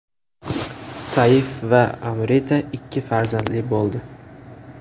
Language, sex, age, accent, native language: Uzbek, male, 18-24, Andijon, Uzbek